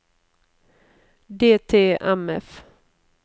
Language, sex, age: Norwegian, female, 31